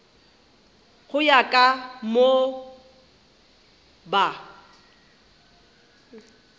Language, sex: Northern Sotho, female